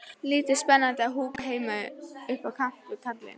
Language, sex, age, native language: Icelandic, female, 11, Icelandic